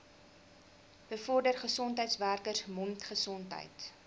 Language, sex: Afrikaans, female